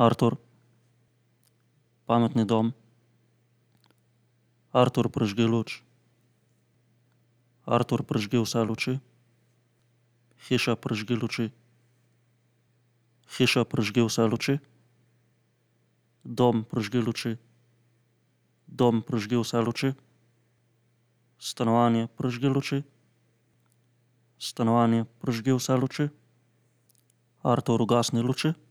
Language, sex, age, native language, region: Slovenian, male, 30-49, Slovenian, Central Slovenia